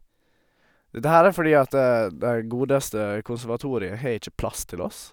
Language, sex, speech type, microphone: Norwegian, male, spontaneous, Sennheiser